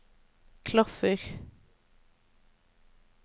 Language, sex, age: Norwegian, female, 26